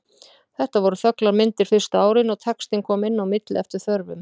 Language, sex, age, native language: Icelandic, female, 40-49, Icelandic